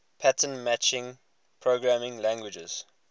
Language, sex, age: English, male, 22